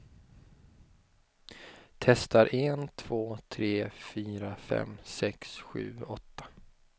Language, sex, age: Swedish, male, 25